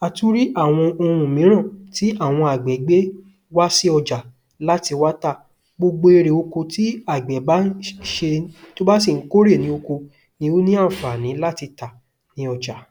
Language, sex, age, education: Yoruba, male, 15-29, tertiary